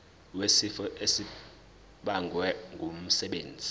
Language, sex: Zulu, male